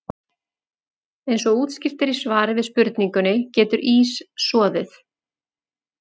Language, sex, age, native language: Icelandic, female, 40-49, Icelandic